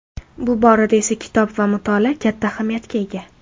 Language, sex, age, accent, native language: Uzbek, female, under 19, Navoiy, Uzbek